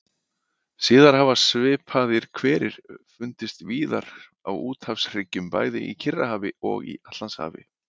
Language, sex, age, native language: Icelandic, male, 50-59, Icelandic